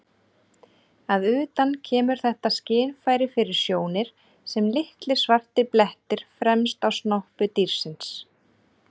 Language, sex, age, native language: Icelandic, female, 30-39, Icelandic